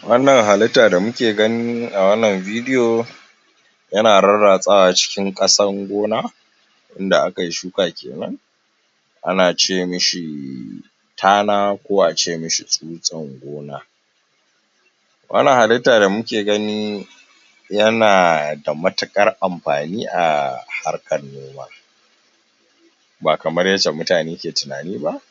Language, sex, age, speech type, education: Hausa, male, 15-29, spontaneous, tertiary